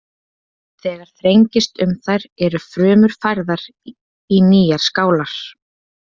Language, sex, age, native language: Icelandic, female, 20-29, Icelandic